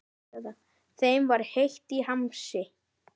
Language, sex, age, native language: Icelandic, female, 9, Icelandic